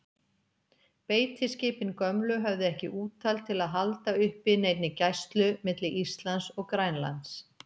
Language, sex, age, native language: Icelandic, female, 50-59, Icelandic